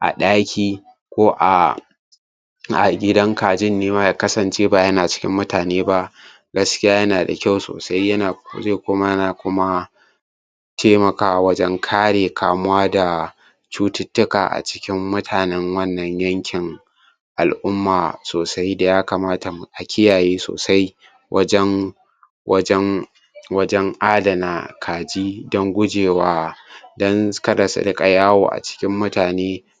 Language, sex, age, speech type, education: Hausa, male, 15-29, spontaneous, tertiary